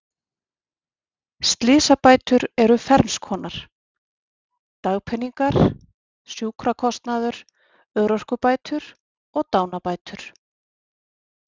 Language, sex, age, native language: Icelandic, female, 40-49, Icelandic